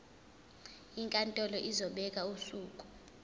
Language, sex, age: Zulu, female, 21